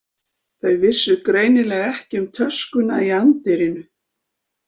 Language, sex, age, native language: Icelandic, female, 50-59, Icelandic